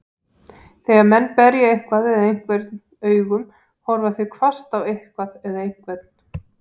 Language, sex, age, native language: Icelandic, female, 18-19, Icelandic